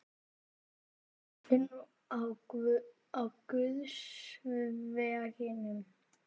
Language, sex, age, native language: Icelandic, male, 9, Icelandic